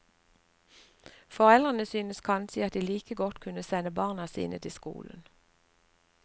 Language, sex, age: Norwegian, female, 59